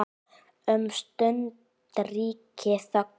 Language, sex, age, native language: Icelandic, female, 9, Icelandic